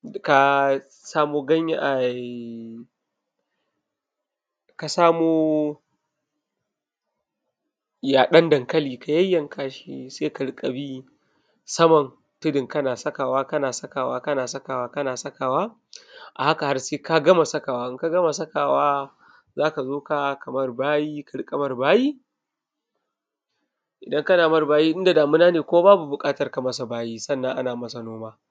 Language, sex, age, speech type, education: Hausa, male, 15-29, spontaneous, primary